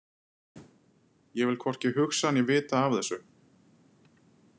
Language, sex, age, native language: Icelandic, male, 30-39, Icelandic